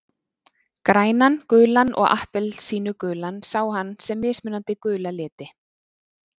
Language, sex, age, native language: Icelandic, female, 30-39, Icelandic